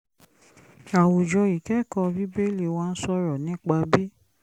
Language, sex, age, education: Yoruba, female, 30-45, tertiary